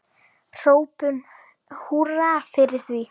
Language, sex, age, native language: Icelandic, female, 10, Icelandic